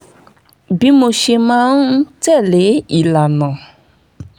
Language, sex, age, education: Yoruba, female, 15-29, tertiary